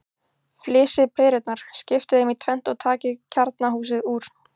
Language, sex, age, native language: Icelandic, female, 15, Icelandic